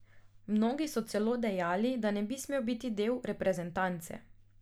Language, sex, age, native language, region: Slovenian, female, 18-29, Slovenian, Drava region